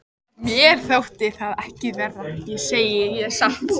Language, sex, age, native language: Icelandic, female, 14, Icelandic